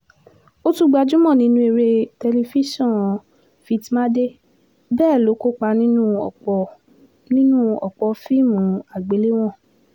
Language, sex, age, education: Yoruba, female, 15-29, tertiary